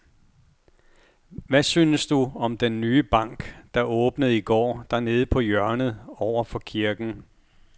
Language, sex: Danish, male